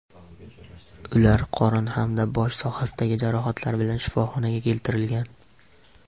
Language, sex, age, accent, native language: Uzbek, male, 18-24, Farg'ona, Uzbek